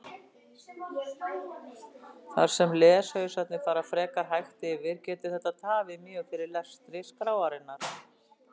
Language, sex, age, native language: Icelandic, female, 60-69, Icelandic